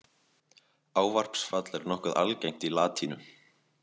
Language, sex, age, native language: Icelandic, male, 20-29, Icelandic